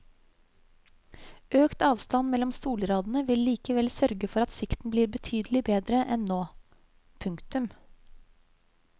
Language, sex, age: Norwegian, female, 35